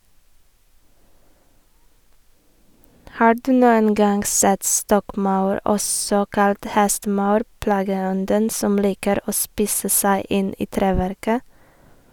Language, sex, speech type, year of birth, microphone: Norwegian, female, read, 1987, Sennheiser